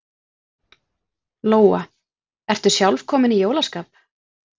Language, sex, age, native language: Icelandic, female, 40-49, Icelandic